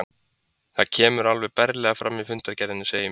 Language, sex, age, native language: Icelandic, male, 20-29, Icelandic